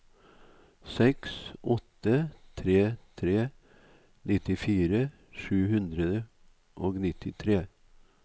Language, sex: Norwegian, male